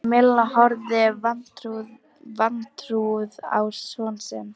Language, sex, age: Icelandic, female, 18-19